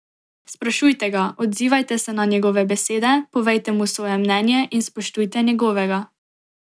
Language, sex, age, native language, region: Slovenian, female, 18-29, Slovenian, Drava region